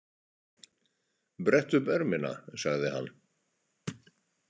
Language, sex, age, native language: Icelandic, male, 60-69, Icelandic